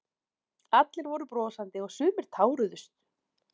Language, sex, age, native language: Icelandic, female, 40-49, Icelandic